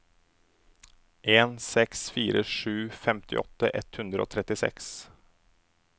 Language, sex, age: Norwegian, male, 27